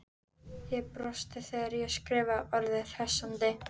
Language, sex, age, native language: Icelandic, female, 13, Icelandic